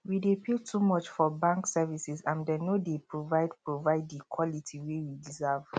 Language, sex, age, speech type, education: Nigerian Pidgin, male, 30-45, spontaneous, tertiary